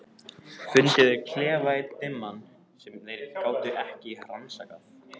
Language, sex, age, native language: Icelandic, other, 18-19, Icelandic